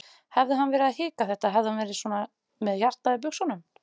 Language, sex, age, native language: Icelandic, female, 30-39, Icelandic